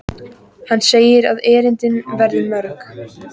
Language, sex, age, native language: Icelandic, female, 14, Icelandic